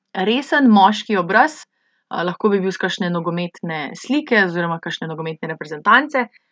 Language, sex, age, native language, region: Slovenian, female, 18-29, Slovenian, Central Slovenia